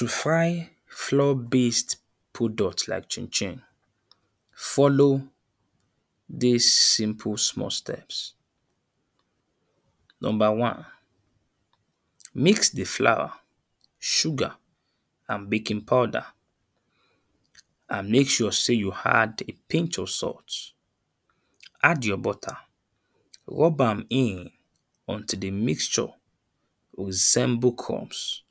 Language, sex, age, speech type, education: Nigerian Pidgin, male, 30-45, spontaneous, tertiary